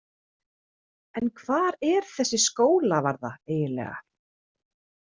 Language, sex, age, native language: Icelandic, female, 30-39, Icelandic